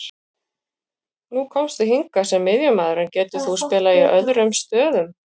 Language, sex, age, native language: Icelandic, female, 40-49, Icelandic